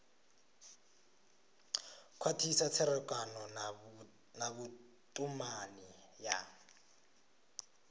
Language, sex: Venda, male